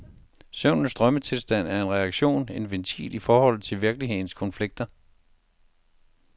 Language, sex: Danish, male